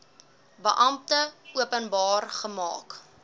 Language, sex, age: Afrikaans, female, 18